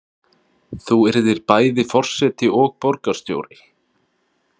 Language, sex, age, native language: Icelandic, male, 30-39, Icelandic